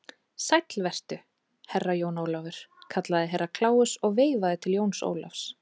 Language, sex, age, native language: Icelandic, female, 30-39, Icelandic